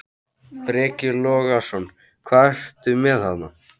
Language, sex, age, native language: Icelandic, male, 13, Icelandic